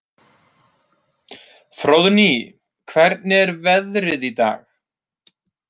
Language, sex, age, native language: Icelandic, male, 30-39, Icelandic